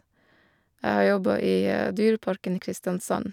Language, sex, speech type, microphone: Norwegian, female, spontaneous, Shure